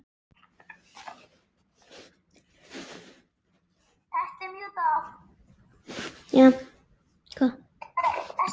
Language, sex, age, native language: Icelandic, female, 10, Icelandic